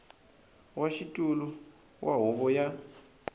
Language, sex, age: Tsonga, male, 20